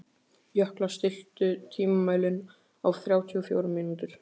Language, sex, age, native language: Icelandic, male, 15, Icelandic